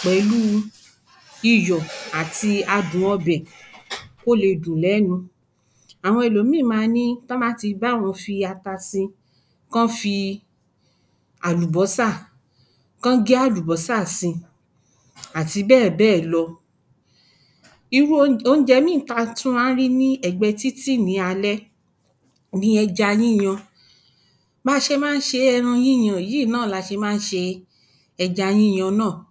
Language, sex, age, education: Yoruba, female, 30-45, primary